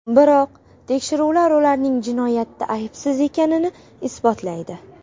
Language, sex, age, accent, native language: Uzbek, female, 18-24, Qashqadaryo, Uzbek